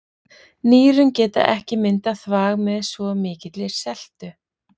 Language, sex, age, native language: Icelandic, female, 40-49, Icelandic